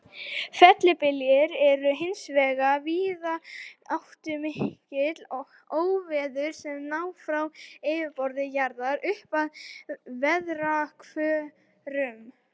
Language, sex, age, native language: Icelandic, female, 18-19, Icelandic